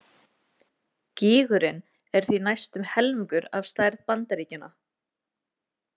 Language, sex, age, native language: Icelandic, female, 20-29, Icelandic